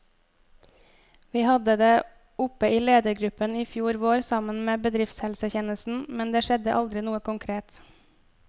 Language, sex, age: Norwegian, female, 25